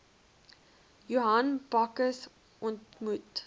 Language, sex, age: Afrikaans, female, 21